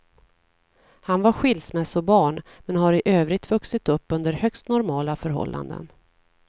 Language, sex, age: Swedish, female, 40